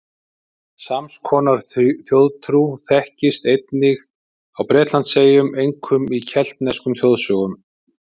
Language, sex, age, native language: Icelandic, male, 50-59, Icelandic